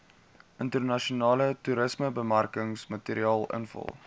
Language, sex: Afrikaans, male